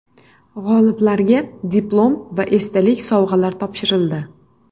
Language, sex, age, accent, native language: Uzbek, female, 25-34, Namangan, Uzbek